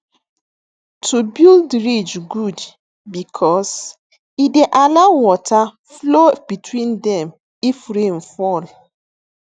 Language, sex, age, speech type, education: Nigerian Pidgin, female, 15-29, spontaneous, tertiary